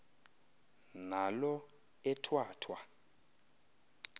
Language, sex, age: Xhosa, male, 20